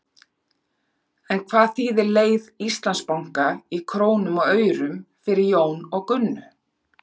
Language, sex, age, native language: Icelandic, female, 40-49, Icelandic